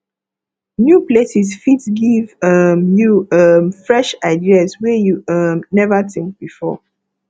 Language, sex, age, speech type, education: Nigerian Pidgin, female, 15-29, spontaneous, tertiary